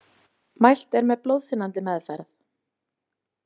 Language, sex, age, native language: Icelandic, female, 20-29, Icelandic